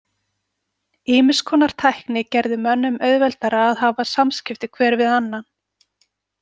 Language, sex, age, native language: Icelandic, female, 40-49, Icelandic